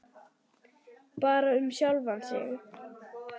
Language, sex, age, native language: Icelandic, male, 10, Icelandic